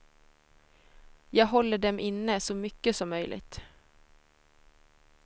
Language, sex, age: Swedish, female, 26